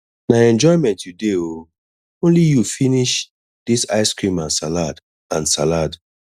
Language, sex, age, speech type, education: Nigerian Pidgin, male, 30-45, spontaneous, tertiary